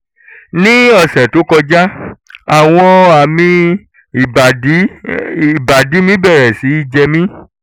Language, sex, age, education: Yoruba, male, 30-45, tertiary